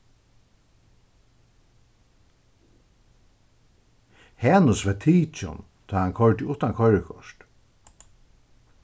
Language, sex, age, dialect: Faroese, male, 61+, Suðuroy